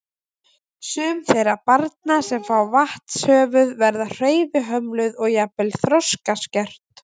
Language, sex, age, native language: Icelandic, female, 20-29, Icelandic